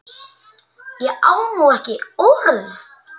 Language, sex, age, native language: Icelandic, male, 8, Icelandic